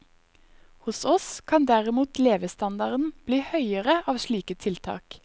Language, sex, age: Norwegian, female, 21